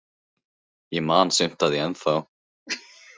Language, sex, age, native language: Icelandic, male, 15, Icelandic